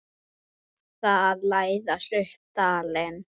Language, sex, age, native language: Icelandic, male, 8, Icelandic